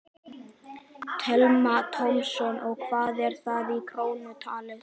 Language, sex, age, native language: Icelandic, male, 11, Icelandic